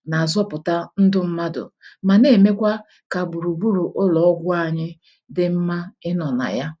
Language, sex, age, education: Igbo, female, 30-45, tertiary